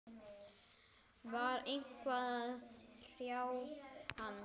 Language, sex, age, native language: Icelandic, male, 10, Icelandic